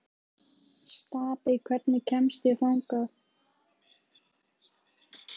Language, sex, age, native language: Icelandic, female, 15, Icelandic